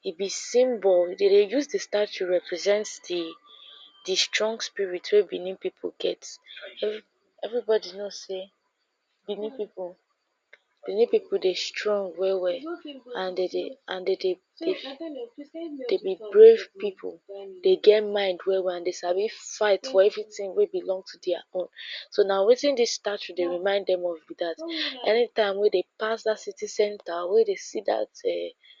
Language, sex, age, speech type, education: Nigerian Pidgin, female, 15-29, spontaneous, secondary